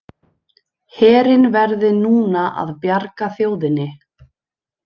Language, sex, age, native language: Icelandic, female, 20-29, Icelandic